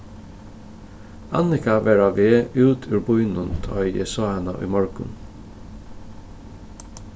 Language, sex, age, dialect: Faroese, male, 36-60, Suðurstreymoy